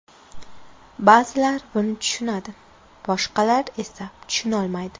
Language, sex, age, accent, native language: Uzbek, female, 18-24, Farg'ona, Uzbek